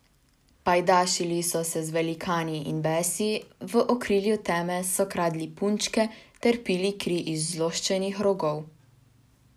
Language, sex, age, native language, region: Slovenian, female, 18-29, Slovenian, Savinja region